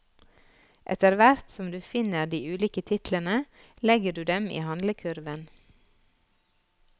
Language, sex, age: Norwegian, female, 46